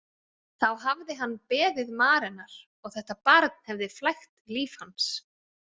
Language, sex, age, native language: Icelandic, female, 40-49, Icelandic